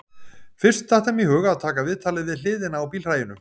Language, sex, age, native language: Icelandic, male, 50-59, Icelandic